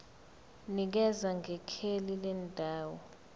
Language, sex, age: Zulu, female, 24